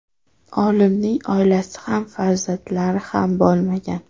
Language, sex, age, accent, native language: Uzbek, female, 18-24, Toshkent shahri, Uzbek